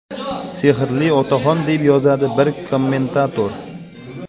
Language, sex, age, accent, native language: Uzbek, male, 25-34, Jizzax, Uzbek